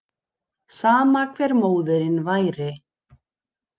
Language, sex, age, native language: Icelandic, female, 20-29, Icelandic